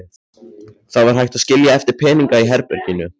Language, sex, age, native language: Icelandic, male, 14, Icelandic